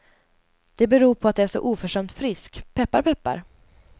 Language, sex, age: Swedish, female, 20